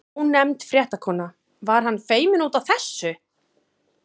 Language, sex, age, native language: Icelandic, female, 30-39, Icelandic